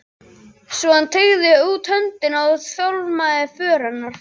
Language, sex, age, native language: Icelandic, other, 12, Icelandic